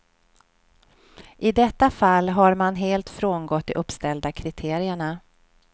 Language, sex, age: Swedish, female, 46